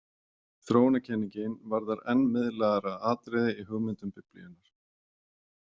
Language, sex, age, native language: Icelandic, male, 40-49, Icelandic